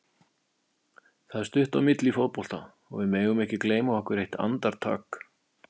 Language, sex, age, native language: Icelandic, male, 50-59, Icelandic